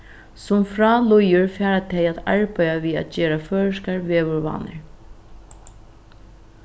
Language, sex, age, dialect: Faroese, female, 36-60, Norðuroyggjar